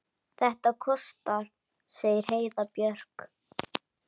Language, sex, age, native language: Icelandic, male, 10, Icelandic